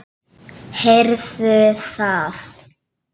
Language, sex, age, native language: Icelandic, female, 7, Icelandic